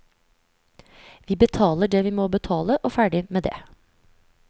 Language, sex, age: Norwegian, female, 35